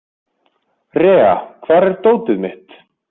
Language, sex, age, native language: Icelandic, male, 20-29, Icelandic